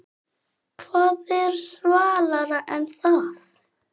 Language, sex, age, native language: Icelandic, female, 8, Icelandic